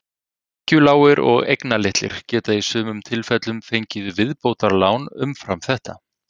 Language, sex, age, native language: Icelandic, male, 30-39, Icelandic